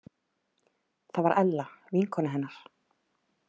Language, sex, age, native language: Icelandic, female, 30-39, Icelandic